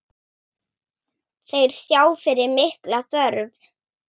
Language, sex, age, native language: Icelandic, female, 8, Icelandic